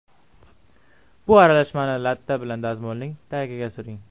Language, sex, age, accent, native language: Uzbek, male, 12-17, Jizzax, Uzbek